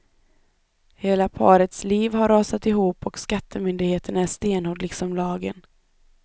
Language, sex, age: Swedish, female, 25